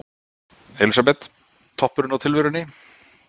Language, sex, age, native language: Icelandic, male, 50-59, Icelandic